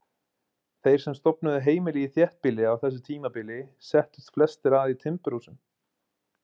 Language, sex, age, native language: Icelandic, male, 20-29, Icelandic